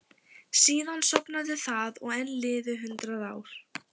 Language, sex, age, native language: Icelandic, female, 15, Icelandic